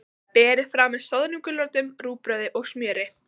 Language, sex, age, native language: Icelandic, female, 15, Icelandic